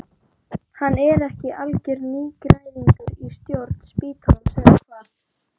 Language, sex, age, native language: Icelandic, female, 11, Icelandic